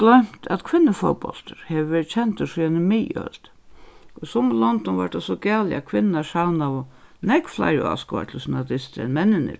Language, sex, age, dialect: Faroese, female, 61+, Suðurstreymoy